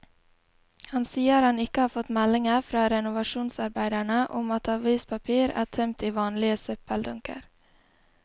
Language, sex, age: Norwegian, female, 20